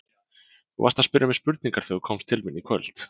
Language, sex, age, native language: Icelandic, male, 20-29, Icelandic